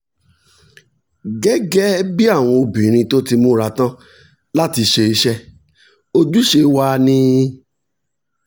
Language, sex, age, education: Yoruba, male, 46-60, tertiary